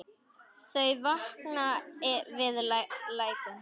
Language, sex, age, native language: Icelandic, female, 10, Icelandic